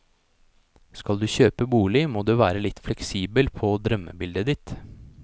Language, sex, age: Norwegian, male, 29